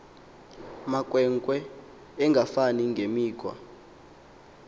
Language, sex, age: Xhosa, male, 19